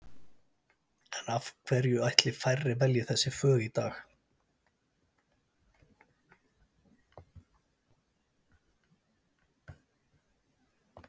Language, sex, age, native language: Icelandic, male, 40-49, Icelandic